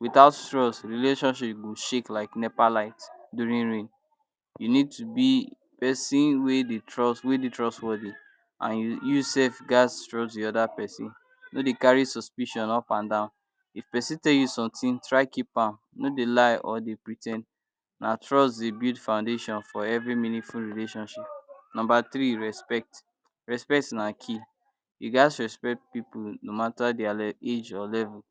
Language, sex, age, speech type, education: Nigerian Pidgin, male, 46-60, spontaneous, tertiary